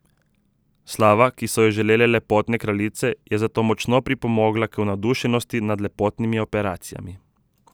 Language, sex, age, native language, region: Slovenian, male, 30-49, Slovenian, Southeast Slovenia